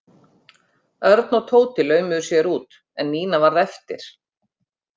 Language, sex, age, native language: Icelandic, female, 50-59, Icelandic